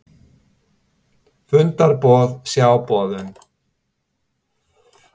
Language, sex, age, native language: Icelandic, male, 60-69, Icelandic